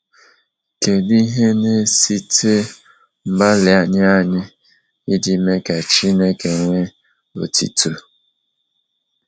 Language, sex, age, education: Igbo, male, 30-45, tertiary